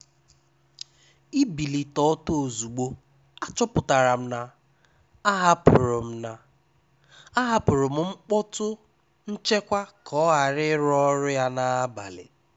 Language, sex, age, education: Igbo, male, 15-29, tertiary